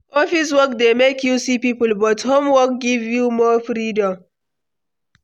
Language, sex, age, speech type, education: Nigerian Pidgin, female, 15-29, read, tertiary